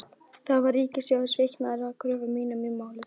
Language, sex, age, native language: Icelandic, female, 12, Icelandic